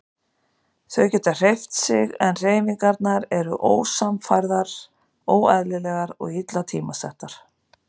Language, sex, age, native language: Icelandic, female, 50-59, Icelandic